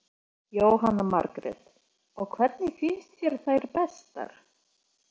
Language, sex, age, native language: Icelandic, female, 40-49, Polish